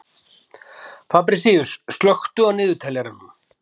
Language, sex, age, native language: Icelandic, male, 50-59, Icelandic